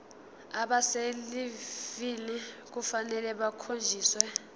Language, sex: Zulu, female